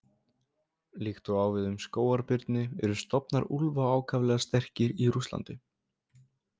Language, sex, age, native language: Icelandic, male, 20-29, Icelandic